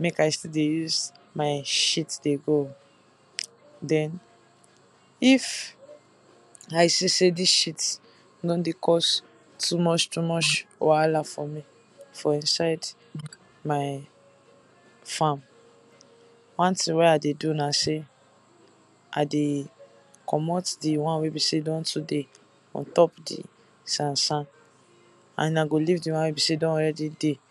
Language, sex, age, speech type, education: Nigerian Pidgin, female, 15-29, spontaneous, tertiary